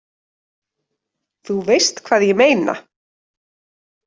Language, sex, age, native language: Icelandic, female, 30-39, Icelandic